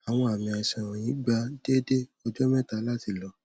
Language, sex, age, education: Yoruba, male, 15-29, tertiary